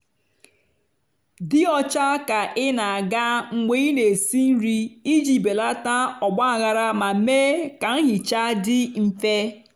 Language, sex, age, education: Igbo, female, 46-60, tertiary